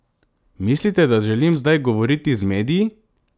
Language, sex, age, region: Slovenian, male, 18-29, Drava region